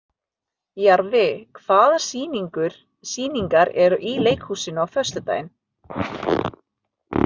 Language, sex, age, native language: Icelandic, female, 30-39, Filipino